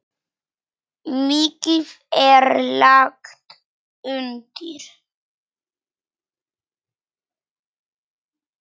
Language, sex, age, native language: Icelandic, male, 9, Polish